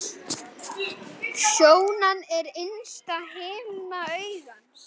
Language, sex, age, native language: Icelandic, male, 9, Icelandic